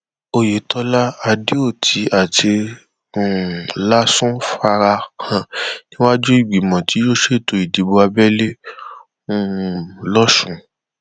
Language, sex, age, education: Yoruba, male, 15-29, tertiary